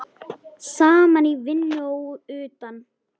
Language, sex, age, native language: Icelandic, female, 10, Icelandic